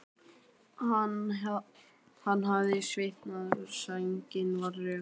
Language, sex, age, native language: Icelandic, male, 12, Icelandic